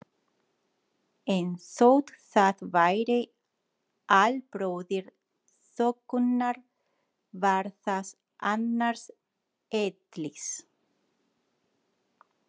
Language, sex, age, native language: Icelandic, female, 40-49, Spanish